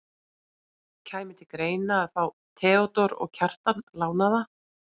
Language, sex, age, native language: Icelandic, female, 40-49, Icelandic